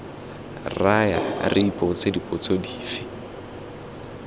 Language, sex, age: Tswana, male, 21